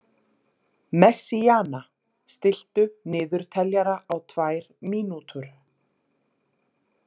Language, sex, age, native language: Icelandic, female, 40-49, Icelandic